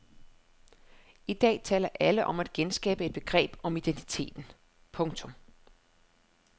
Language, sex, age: Danish, female, 31